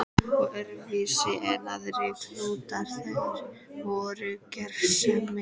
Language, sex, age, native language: Icelandic, female, 13, Icelandic